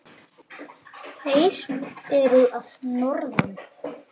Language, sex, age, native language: Icelandic, male, 8, Icelandic